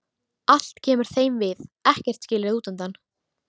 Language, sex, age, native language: Icelandic, female, 13, Icelandic